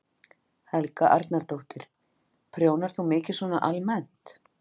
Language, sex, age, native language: Icelandic, female, 50-59, Icelandic